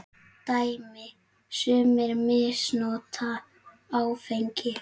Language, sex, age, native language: Icelandic, female, 10, Icelandic